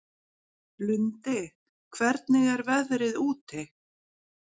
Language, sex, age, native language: Icelandic, female, 40-49, Icelandic